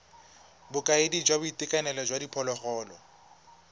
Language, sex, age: Tswana, male, 20